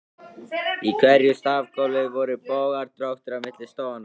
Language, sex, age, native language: Icelandic, male, 13, Icelandic